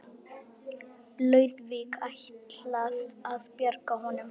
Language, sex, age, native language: Icelandic, female, 9, Icelandic